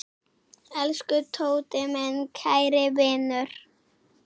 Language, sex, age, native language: Icelandic, female, 6, Icelandic